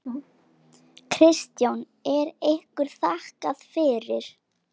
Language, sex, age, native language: Icelandic, female, 11, Icelandic